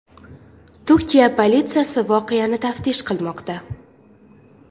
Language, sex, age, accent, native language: Uzbek, female, 19-29, Farg'ona, Uzbek